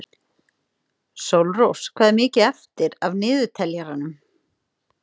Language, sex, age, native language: Icelandic, female, 30-39, Icelandic